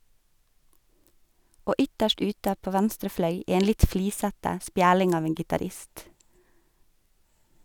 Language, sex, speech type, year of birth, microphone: Norwegian, female, read, 1985, Sennheiser